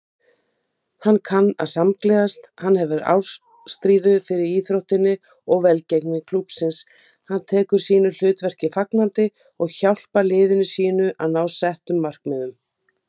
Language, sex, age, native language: Icelandic, female, 50-59, Icelandic